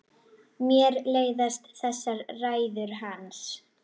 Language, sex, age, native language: Icelandic, female, 10, Icelandic